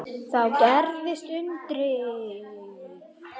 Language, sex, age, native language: Icelandic, female, 8, Icelandic